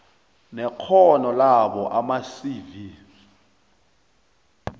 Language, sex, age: South Ndebele, male, 29